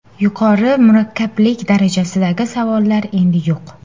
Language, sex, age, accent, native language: Uzbek, female, 18-24, Sirdaryo, Uzbek